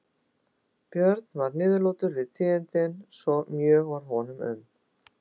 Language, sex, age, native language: Icelandic, female, 60-69, Icelandic